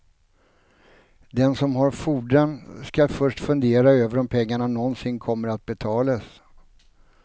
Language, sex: Swedish, male